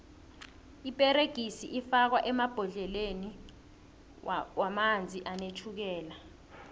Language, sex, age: South Ndebele, female, 20